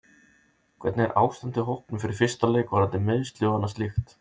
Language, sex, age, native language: Icelandic, male, 30-39, Icelandic